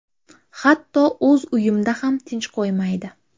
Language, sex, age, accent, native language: Uzbek, female, 18-24, Qashqadaryo, Uzbek